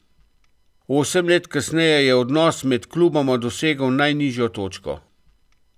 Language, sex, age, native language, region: Slovenian, male, 50-59, Slovenian, Central Slovenia